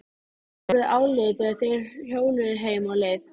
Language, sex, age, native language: Icelandic, female, 13, Icelandic